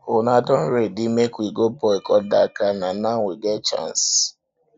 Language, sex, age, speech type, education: Nigerian Pidgin, male, 15-29, spontaneous, tertiary